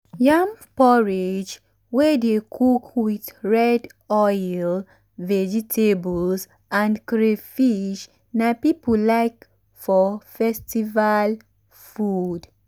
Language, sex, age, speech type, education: Nigerian Pidgin, female, 15-29, spontaneous, tertiary